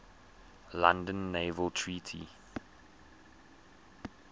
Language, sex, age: English, male, 21